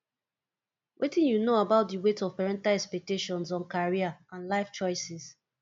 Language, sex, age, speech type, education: Nigerian Pidgin, female, 15-29, spontaneous, tertiary